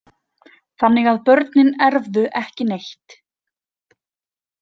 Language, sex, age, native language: Icelandic, female, 30-39, Icelandic